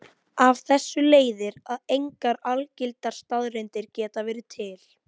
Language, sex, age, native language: Icelandic, female, 18-19, Icelandic